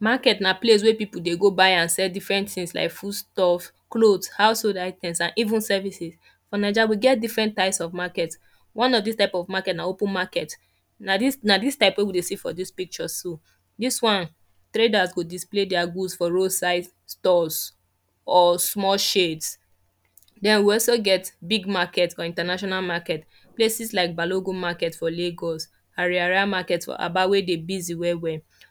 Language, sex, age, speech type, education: Nigerian Pidgin, female, 15-29, spontaneous, tertiary